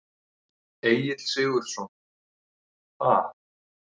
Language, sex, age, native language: Icelandic, male, 30-39, Icelandic